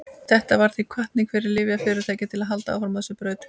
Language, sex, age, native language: Icelandic, female, 20-29, Icelandic